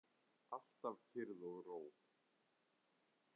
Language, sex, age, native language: Icelandic, male, 30-39, Icelandic